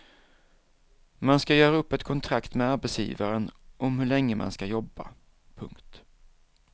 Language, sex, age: Swedish, male, 47